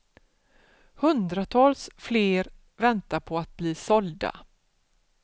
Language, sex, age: Swedish, female, 47